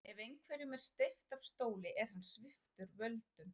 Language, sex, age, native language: Icelandic, female, 40-49, Icelandic